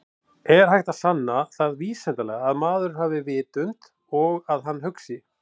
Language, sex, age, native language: Icelandic, male, 40-49, Icelandic